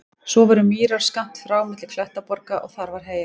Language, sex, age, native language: Icelandic, female, 20-29, Icelandic